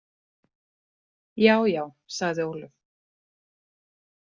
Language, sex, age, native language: Icelandic, female, 30-39, Icelandic